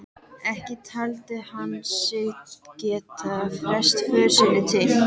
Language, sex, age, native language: Icelandic, female, 13, Icelandic